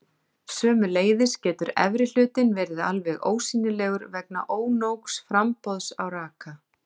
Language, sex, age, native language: Icelandic, female, 40-49, Icelandic